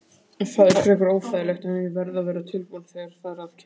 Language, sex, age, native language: Icelandic, male, 20-29, Icelandic